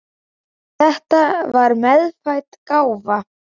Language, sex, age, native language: Icelandic, male, 10, Icelandic